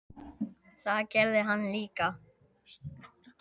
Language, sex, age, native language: Icelandic, male, 10, Icelandic